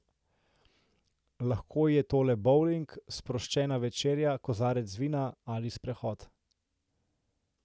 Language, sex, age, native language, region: Slovenian, male, 18-29, Slovenian, Central Slovenia